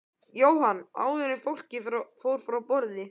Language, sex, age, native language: Icelandic, male, 12, Icelandic